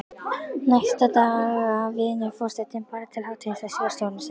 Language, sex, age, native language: Icelandic, female, 12, Icelandic